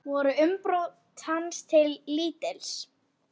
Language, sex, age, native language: Icelandic, female, 10, Icelandic